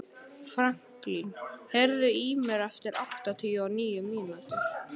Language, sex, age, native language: Icelandic, male, 11, Icelandic